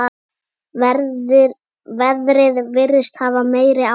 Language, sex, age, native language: Icelandic, female, 8, Icelandic